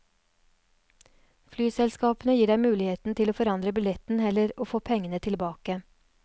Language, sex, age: Norwegian, female, 39